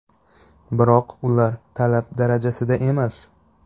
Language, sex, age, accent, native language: Uzbek, male, 25-34, Xorazm, Uzbek